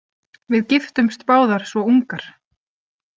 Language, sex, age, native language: Icelandic, female, 30-39, Icelandic